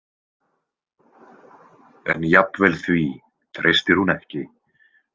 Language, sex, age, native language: Icelandic, male, 20-29, Icelandic